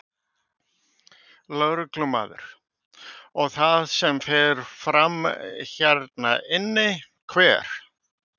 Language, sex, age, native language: Icelandic, male, 50-59, Icelandic